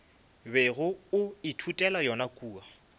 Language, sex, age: Northern Sotho, male, 24